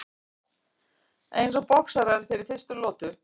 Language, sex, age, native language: Icelandic, female, 60-69, Icelandic